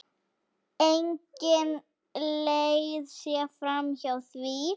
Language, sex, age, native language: Icelandic, female, 7, Icelandic